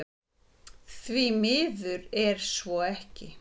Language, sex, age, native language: Icelandic, female, 50-59, Icelandic